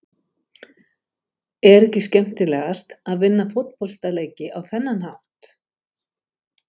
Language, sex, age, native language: Icelandic, female, 50-59, Icelandic